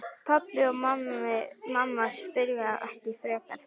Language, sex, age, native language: Icelandic, female, 11, Icelandic